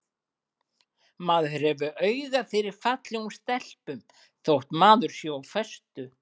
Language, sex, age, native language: Icelandic, male, 40-49, Icelandic